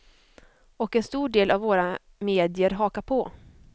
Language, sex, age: Swedish, female, 25